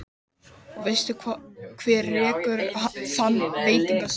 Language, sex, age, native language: Icelandic, male, 13, Icelandic